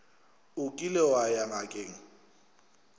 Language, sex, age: Northern Sotho, male, 21